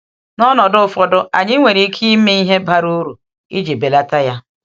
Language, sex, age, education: Igbo, female, 46-60, tertiary